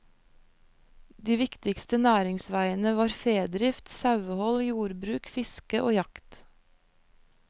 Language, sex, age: Norwegian, female, 25